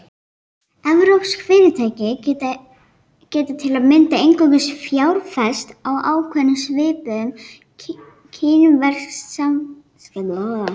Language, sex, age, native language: Icelandic, female, 18-19, Icelandic